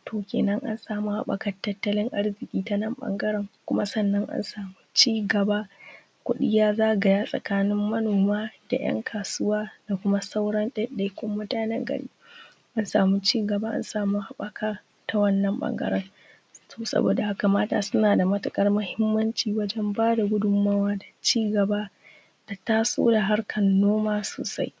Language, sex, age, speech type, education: Hausa, female, 15-29, spontaneous, secondary